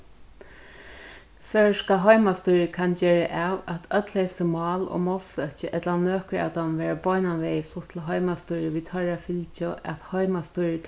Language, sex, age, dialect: Faroese, female, 36-60, Norðurstreymoy/Eysturoy